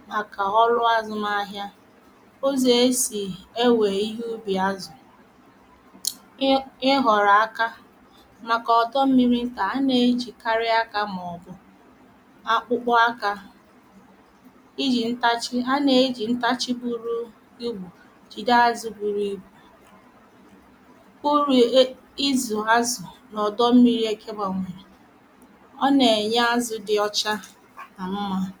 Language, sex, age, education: Igbo, female, 30-45, primary